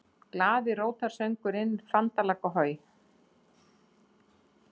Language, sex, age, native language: Icelandic, female, 60-69, Icelandic